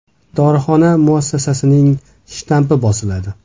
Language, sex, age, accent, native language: Uzbek, male, 25-34, Toshkent viloyati, Uzbek